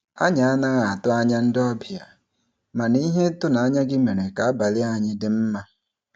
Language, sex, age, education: Igbo, male, 30-45, tertiary